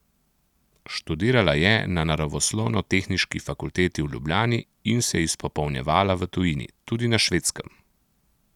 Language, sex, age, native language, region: Slovenian, male, 30-49, Slovenian, Central Slovenia